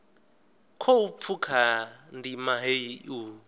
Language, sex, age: Venda, male, 19